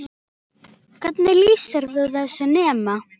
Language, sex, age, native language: Icelandic, female, 10, Icelandic